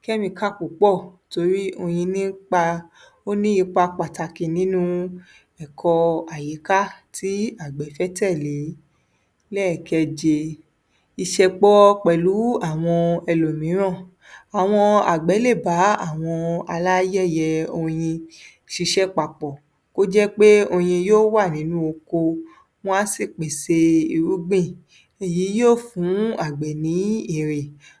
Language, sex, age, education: Yoruba, female, 30-45, tertiary